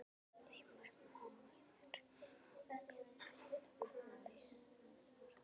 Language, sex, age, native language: Icelandic, female, 11, Icelandic